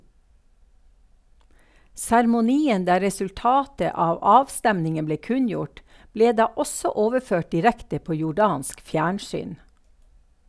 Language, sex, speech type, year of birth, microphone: Norwegian, female, read, 1952, Sennheiser